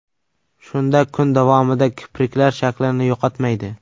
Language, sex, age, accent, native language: Uzbek, male, 25-34, Samarqand, Uzbek